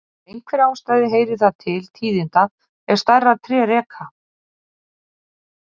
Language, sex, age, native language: Icelandic, female, 30-39, Icelandic